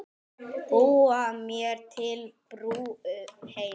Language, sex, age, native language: Icelandic, male, 10, Icelandic